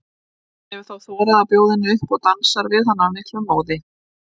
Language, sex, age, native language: Icelandic, female, 30-39, Icelandic